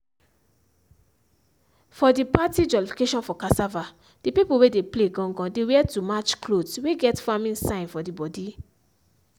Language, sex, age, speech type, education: Nigerian Pidgin, female, 15-29, spontaneous, tertiary